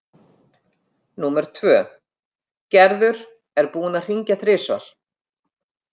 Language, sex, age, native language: Icelandic, female, 50-59, Icelandic